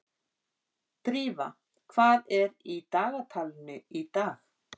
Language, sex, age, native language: Icelandic, female, 50-59, Icelandic